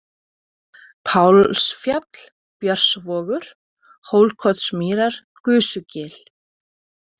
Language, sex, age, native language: Icelandic, female, 40-49, Icelandic